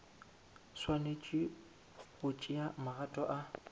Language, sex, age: Northern Sotho, male, 18